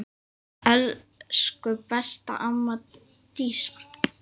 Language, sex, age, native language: Icelandic, female, 9, Icelandic